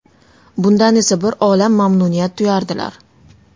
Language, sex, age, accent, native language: Uzbek, female, 19-29, Toshkent shahri, Uzbek